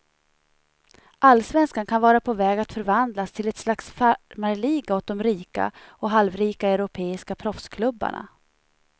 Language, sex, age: Swedish, female, 37